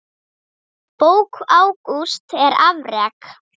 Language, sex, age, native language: Icelandic, female, 7, Icelandic